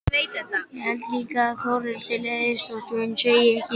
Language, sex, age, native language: Icelandic, male, 11, Icelandic